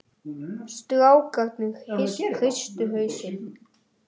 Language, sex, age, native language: Icelandic, female, 60-69, Icelandic